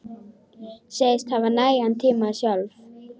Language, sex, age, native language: Icelandic, female, 10, Icelandic